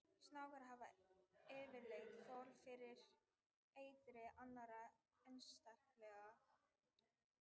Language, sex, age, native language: Icelandic, female, 18-19, Icelandic